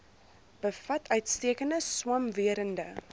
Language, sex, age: Afrikaans, female, 23